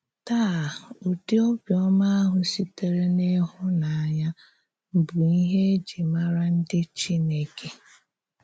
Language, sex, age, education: Igbo, female, 30-45, tertiary